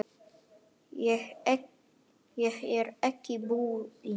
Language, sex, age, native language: Icelandic, male, 9, Icelandic